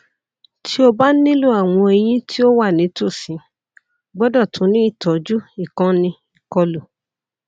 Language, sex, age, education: Yoruba, female, 30-45, tertiary